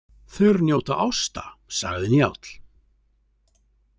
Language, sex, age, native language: Icelandic, male, 30-39, Icelandic